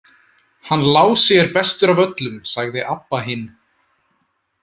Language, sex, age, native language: Icelandic, male, 20-29, Icelandic